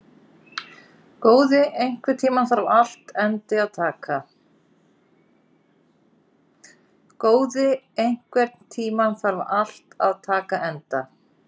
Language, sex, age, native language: Icelandic, female, 30-39, Icelandic